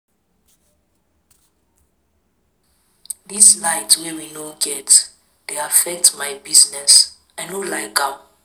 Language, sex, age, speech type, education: Nigerian Pidgin, female, 15-29, spontaneous, tertiary